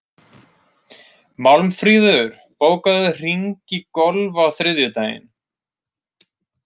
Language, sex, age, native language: Icelandic, male, 30-39, Icelandic